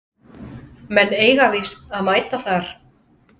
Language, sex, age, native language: Icelandic, female, 30-39, Icelandic